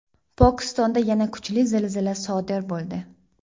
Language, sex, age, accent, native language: Uzbek, female, 18-24, Jizzax, Uzbek